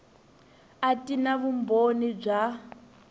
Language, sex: Tsonga, female